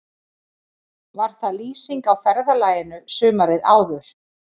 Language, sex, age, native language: Icelandic, female, 40-49, Icelandic